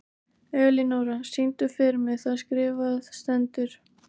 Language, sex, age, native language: Icelandic, female, 18-19, Icelandic